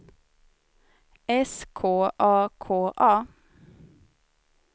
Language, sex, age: Swedish, female, 30